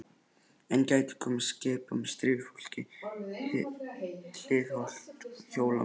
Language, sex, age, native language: Icelandic, male, 11, Icelandic